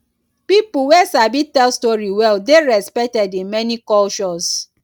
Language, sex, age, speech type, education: Nigerian Pidgin, male, 30-45, spontaneous, tertiary